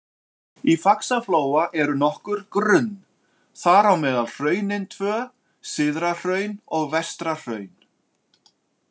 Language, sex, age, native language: Icelandic, male, 40-49, Icelandic